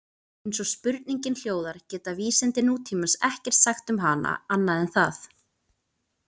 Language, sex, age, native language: Icelandic, female, 20-29, Icelandic